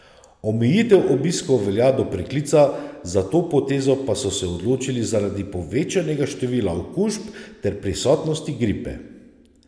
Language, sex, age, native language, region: Slovenian, male, 30-49, Slovenian, Savinja region